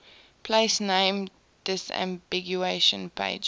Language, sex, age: English, female, 18